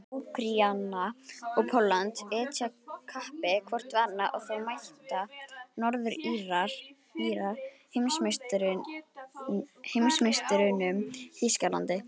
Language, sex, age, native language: Icelandic, female, 18-19, Icelandic